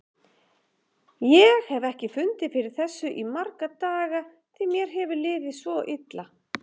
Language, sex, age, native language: Icelandic, female, 40-49, Icelandic